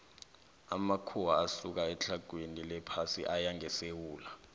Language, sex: South Ndebele, male